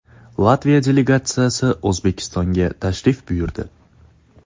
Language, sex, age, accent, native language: Uzbek, male, 19-29, Toshkent shahri, Uzbek